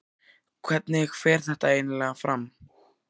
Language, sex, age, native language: Icelandic, male, 14, Icelandic